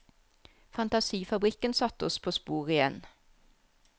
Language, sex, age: Norwegian, female, 34